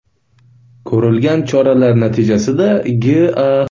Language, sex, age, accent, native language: Uzbek, male, 25-34, Xorazm, Uzbek